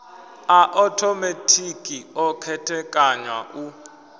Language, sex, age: Venda, male, 25